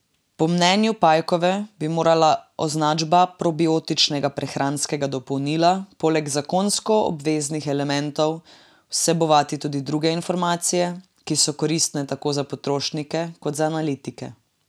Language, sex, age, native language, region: Slovenian, female, 18-29, Slovenian, Drava region